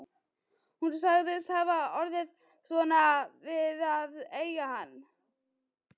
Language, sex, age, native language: Icelandic, female, 12, Icelandic